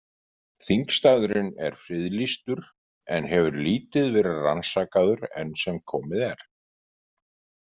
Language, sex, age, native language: Icelandic, male, 50-59, Icelandic